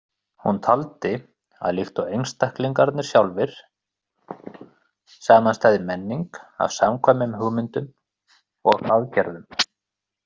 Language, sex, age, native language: Icelandic, male, 30-39, Icelandic